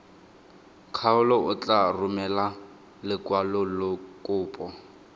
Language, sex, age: Tswana, male, 19